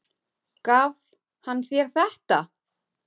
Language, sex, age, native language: Icelandic, female, 9, Icelandic